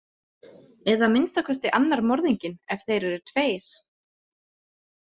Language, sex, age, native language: Icelandic, female, 30-39, Icelandic